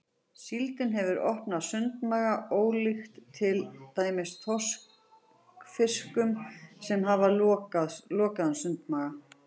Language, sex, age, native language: Icelandic, female, 40-49, Icelandic